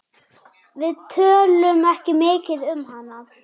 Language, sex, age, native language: Icelandic, male, 11, Icelandic